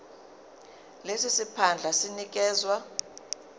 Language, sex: Zulu, female